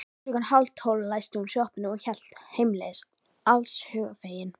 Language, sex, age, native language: Icelandic, female, 13, Icelandic